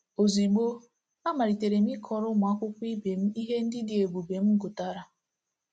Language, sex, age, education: Igbo, female, 15-29, tertiary